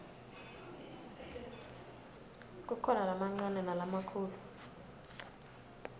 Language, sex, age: Swati, female, 23